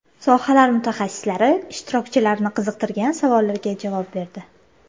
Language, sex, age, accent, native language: Uzbek, female, 25-34, Toshkent shahri, Uzbek